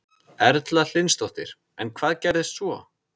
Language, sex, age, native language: Icelandic, male, 30-39, Icelandic